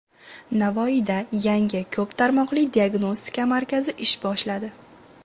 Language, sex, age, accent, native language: Uzbek, female, 18-24, Andijon, Uzbek